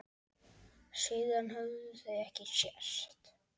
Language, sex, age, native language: Icelandic, male, 8, Icelandic